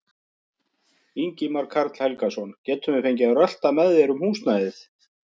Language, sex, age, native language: Icelandic, male, 50-59, Icelandic